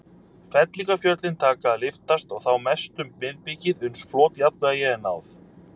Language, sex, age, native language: Icelandic, male, 30-39, Icelandic